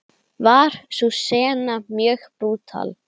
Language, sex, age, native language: Icelandic, female, 10, Icelandic